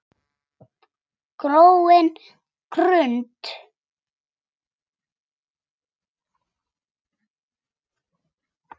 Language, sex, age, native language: Icelandic, female, 6, Icelandic